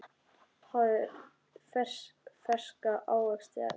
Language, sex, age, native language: Icelandic, male, 10, Icelandic